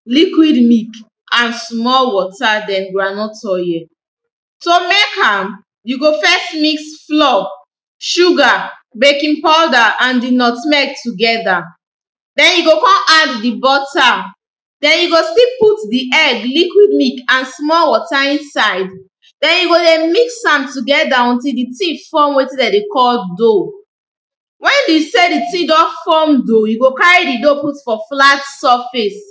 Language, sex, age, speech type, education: Nigerian Pidgin, female, 15-29, spontaneous, tertiary